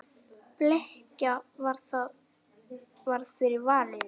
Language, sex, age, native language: Icelandic, female, 9, Icelandic